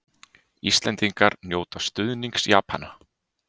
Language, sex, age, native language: Icelandic, male, 30-39, Icelandic